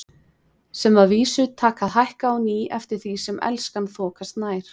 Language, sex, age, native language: Icelandic, female, 20-29, Icelandic